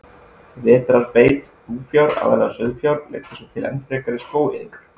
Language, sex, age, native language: Icelandic, male, 20-29, Icelandic